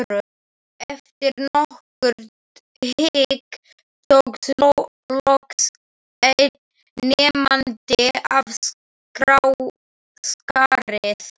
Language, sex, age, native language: Icelandic, male, 11, Slovak